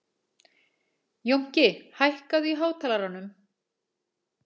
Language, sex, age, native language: Icelandic, female, 40-49, Icelandic